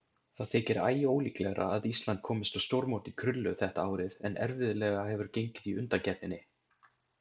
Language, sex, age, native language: Icelandic, male, 20-29, Icelandic